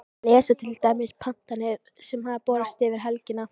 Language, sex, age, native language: Icelandic, female, 13, Icelandic